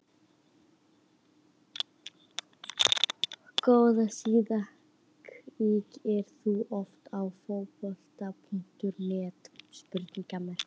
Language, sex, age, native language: Icelandic, female, 11, Icelandic